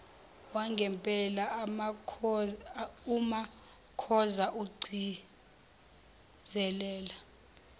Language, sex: Zulu, female